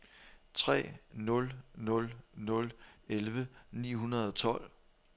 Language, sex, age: Danish, male, 43